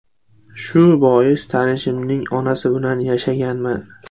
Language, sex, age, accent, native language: Uzbek, male, 25-34, Andijon, Uzbek